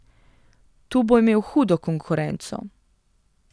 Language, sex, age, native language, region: Slovenian, female, 18-29, Slovenian, Gorenjska region